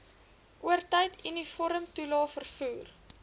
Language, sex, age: Afrikaans, female, 21